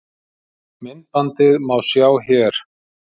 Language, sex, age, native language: Icelandic, male, 50-59, Icelandic